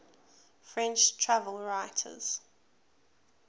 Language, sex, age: English, female, 20